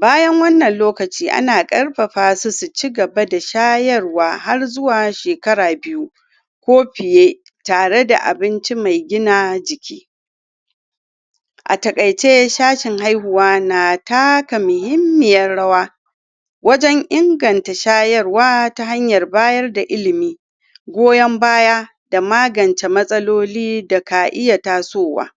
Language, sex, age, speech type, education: Hausa, female, 46-60, spontaneous, tertiary